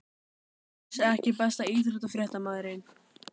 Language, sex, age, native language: Icelandic, male, 12, Icelandic